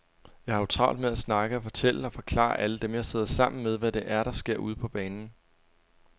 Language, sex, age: Danish, male, 23